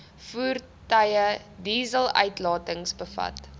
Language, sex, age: Afrikaans, female, 20